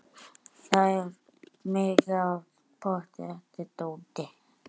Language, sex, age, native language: Icelandic, male, 11, Icelandic